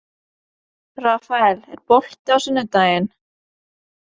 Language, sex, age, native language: Icelandic, female, 20-29, Norwegian